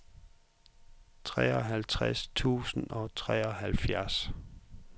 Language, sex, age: Danish, male, 44